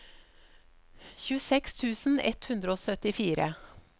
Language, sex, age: Norwegian, female, 54